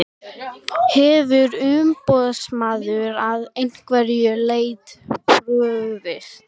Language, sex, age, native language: Icelandic, female, 12, Icelandic